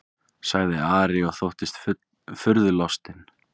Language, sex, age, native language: Icelandic, male, 20-29, Icelandic